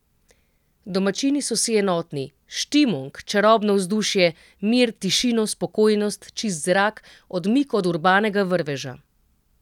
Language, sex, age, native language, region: Slovenian, female, 30-49, Slovenian, Central Slovenia